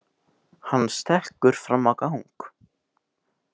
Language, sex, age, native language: Icelandic, male, 18-19, Icelandic